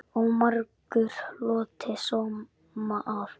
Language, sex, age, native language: Icelandic, male, 10, Icelandic